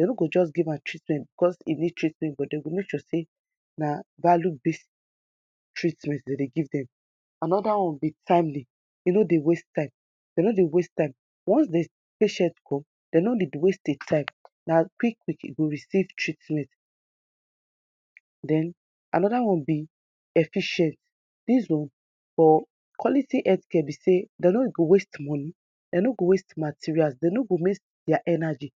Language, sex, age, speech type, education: Nigerian Pidgin, female, 30-45, spontaneous, tertiary